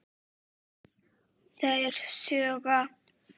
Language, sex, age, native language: Icelandic, female, 7, Czech